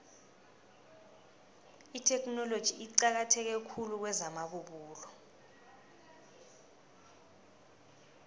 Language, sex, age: South Ndebele, female, 19